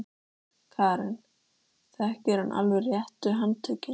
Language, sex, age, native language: Icelandic, female, 13, Icelandic